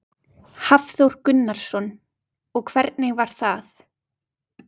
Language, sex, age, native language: Icelandic, female, 20-29, Icelandic